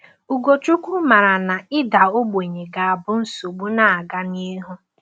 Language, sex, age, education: Igbo, female, 15-29, tertiary